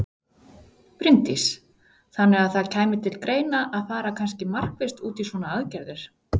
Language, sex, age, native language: Icelandic, female, 40-49, Icelandic